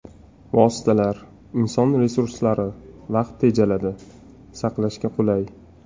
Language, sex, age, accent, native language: Uzbek, male, 25-34, Toshkent shahri, Uzbek